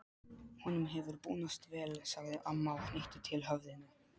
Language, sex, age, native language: Icelandic, male, 12, Polish